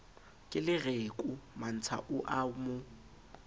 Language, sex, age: Southern Sotho, male, 20